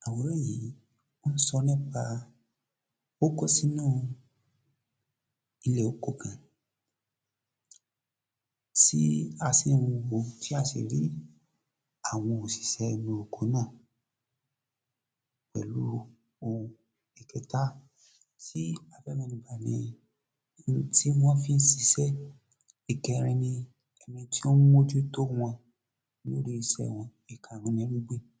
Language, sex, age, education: Yoruba, male, 30-45, tertiary